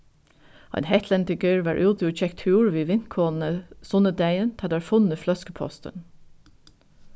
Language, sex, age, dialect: Faroese, female, 36-60, Norðuroyggjar